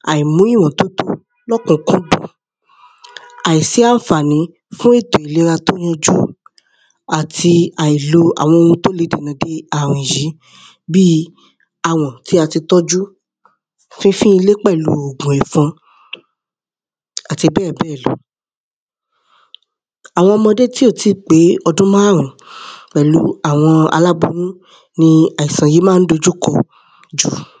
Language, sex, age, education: Yoruba, female, 30-45, tertiary